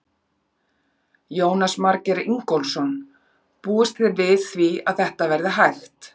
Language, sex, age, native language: Icelandic, female, 40-49, Icelandic